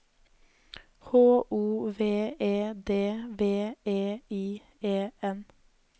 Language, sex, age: Norwegian, female, 20